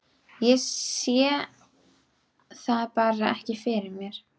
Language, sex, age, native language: Icelandic, female, 12, Icelandic